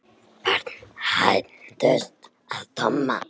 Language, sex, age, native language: Icelandic, female, 9, Icelandic